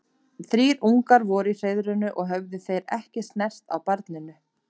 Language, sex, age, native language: Icelandic, female, 30-39, Icelandic